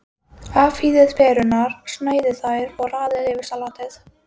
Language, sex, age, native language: Icelandic, female, 12, Icelandic